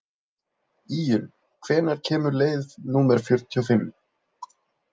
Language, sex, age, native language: Icelandic, male, 20-29, Icelandic